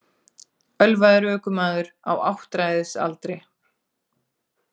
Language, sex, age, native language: Icelandic, female, 40-49, Icelandic